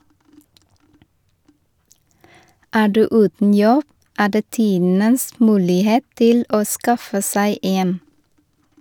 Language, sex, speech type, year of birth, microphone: Norwegian, female, read, 1973, Shure